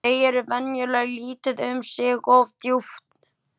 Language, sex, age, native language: Icelandic, male, 11, Icelandic